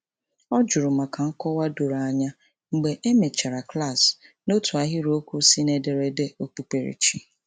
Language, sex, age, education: Igbo, female, 30-45, tertiary